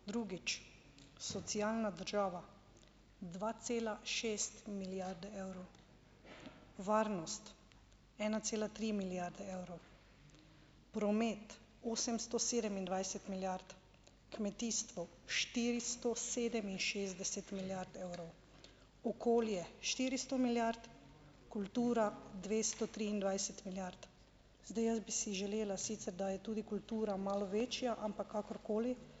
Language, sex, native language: Slovenian, female, Slovenian